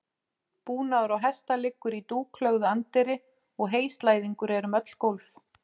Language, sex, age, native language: Icelandic, female, 40-49, Icelandic